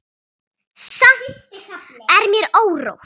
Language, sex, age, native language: Icelandic, female, 8, Icelandic